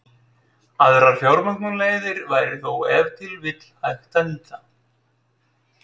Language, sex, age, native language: Icelandic, male, 30-39, Icelandic